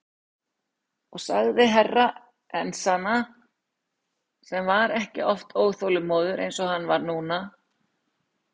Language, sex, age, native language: Icelandic, female, 60-69, Icelandic